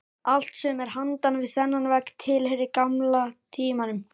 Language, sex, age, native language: Icelandic, male, 11, Icelandic